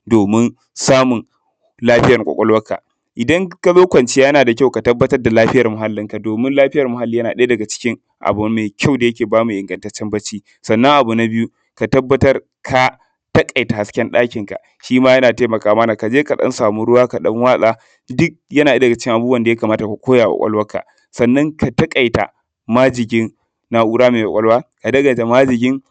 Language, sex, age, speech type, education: Hausa, male, 15-29, spontaneous, tertiary